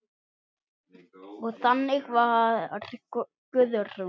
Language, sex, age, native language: Icelandic, male, 7, Icelandic